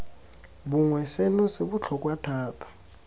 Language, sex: Tswana, male